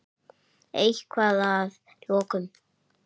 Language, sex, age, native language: Icelandic, male, 8, Icelandic